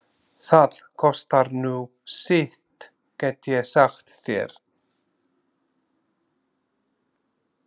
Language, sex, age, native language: Icelandic, male, 30-39, Slovak